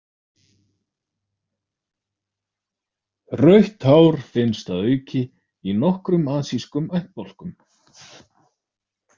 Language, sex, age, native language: Icelandic, male, 30-39, Icelandic